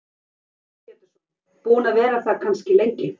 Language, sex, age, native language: Icelandic, female, 50-59, Icelandic